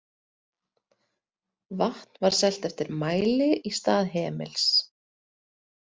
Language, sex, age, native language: Icelandic, female, 30-39, Icelandic